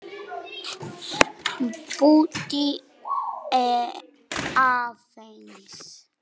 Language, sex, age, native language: Icelandic, male, 9, Polish